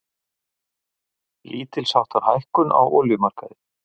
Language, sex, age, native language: Icelandic, male, 50-59, Icelandic